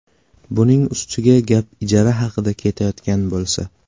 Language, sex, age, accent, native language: Uzbek, male, 18-24, Qashqadaryo, Uzbek